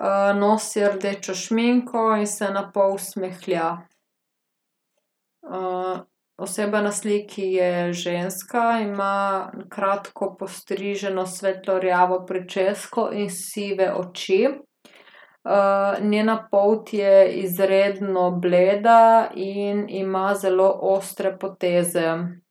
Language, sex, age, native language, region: Slovenian, female, 18-29, Slovenian, Gorica region